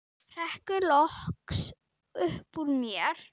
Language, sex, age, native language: Icelandic, female, 9, Icelandic